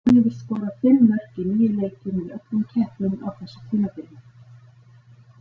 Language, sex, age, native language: Icelandic, female, 40-49, Icelandic